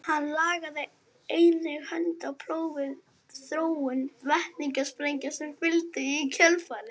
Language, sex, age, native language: Icelandic, female, 40-49, Icelandic